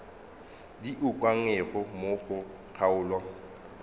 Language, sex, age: Northern Sotho, male, 35